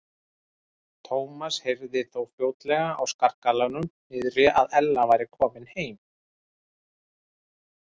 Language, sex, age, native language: Icelandic, male, 30-39, Icelandic